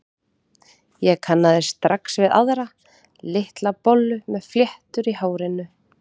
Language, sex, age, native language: Icelandic, female, 30-39, Icelandic